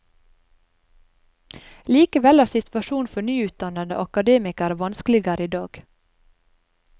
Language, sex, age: Norwegian, female, 30